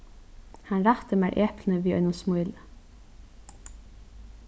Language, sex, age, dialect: Faroese, female, 15-35, Norðurstreymoy/Eysturoy